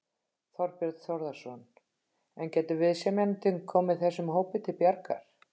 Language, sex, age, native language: Icelandic, female, 50-59, Icelandic